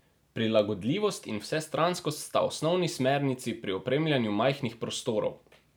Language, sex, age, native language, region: Slovenian, male, 18-29, Slovenian, Drava region